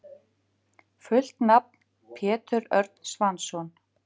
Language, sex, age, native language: Icelandic, female, 50-59, Icelandic